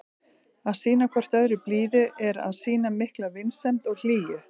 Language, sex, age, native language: Icelandic, female, 40-49, Icelandic